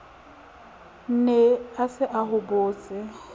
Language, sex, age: Southern Sotho, female, 35